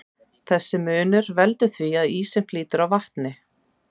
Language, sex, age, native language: Icelandic, female, 30-39, Icelandic